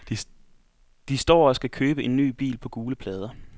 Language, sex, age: Danish, male, 24